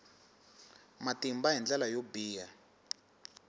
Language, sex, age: Tsonga, male, 19